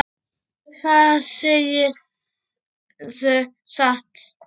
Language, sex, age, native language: Icelandic, male, 8, Icelandic